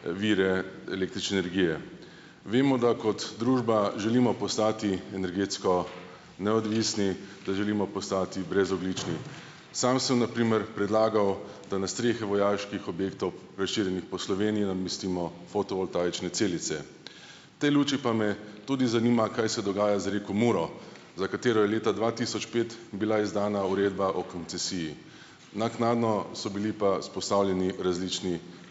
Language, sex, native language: Slovenian, male, Slovenian